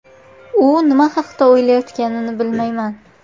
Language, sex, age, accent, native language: Uzbek, female, 18-24, Qashqadaryo, Uzbek